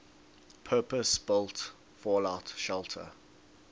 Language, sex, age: English, male, 19